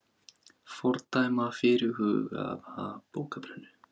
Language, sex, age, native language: Icelandic, male, 18-19, Icelandic